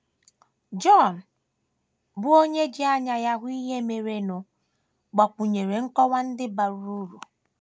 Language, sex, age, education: Igbo, female, 15-29, tertiary